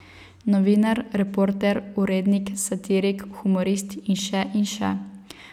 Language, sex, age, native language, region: Slovenian, female, 18-29, Slovenian, Savinja region